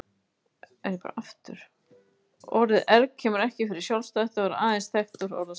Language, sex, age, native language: Icelandic, female, 30-39, Icelandic